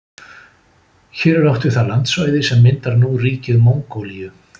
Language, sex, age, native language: Icelandic, male, 50-59, Icelandic